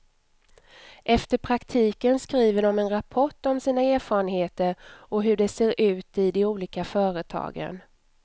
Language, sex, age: Swedish, female, 44